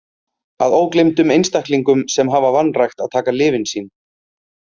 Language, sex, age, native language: Icelandic, male, 30-39, Icelandic